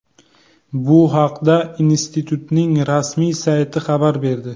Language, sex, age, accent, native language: Uzbek, male, 18-24, Buxoro, Uzbek